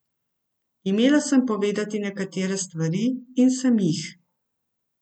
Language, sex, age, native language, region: Slovenian, female, 50-59, Slovenian, Central Slovenia